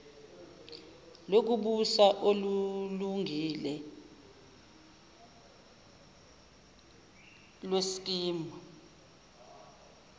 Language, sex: Zulu, female